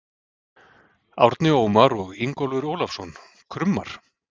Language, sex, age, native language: Icelandic, male, 40-49, Icelandic